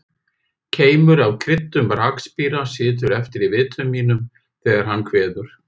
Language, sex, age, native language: Icelandic, male, 50-59, Icelandic